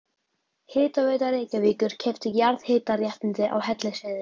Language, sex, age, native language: Icelandic, female, 11, Icelandic